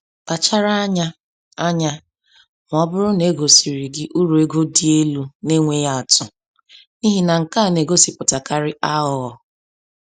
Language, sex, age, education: Igbo, female, 30-45, tertiary